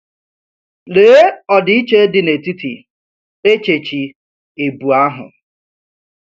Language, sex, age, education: Igbo, male, 30-45, tertiary